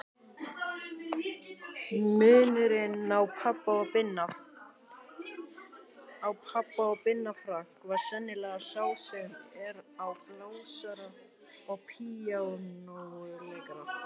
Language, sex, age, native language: Icelandic, male, 18-19, Icelandic